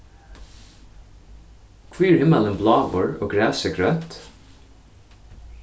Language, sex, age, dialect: Faroese, male, 15-35, Suðurstreymoy